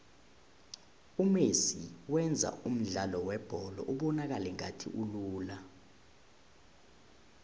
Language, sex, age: South Ndebele, male, 20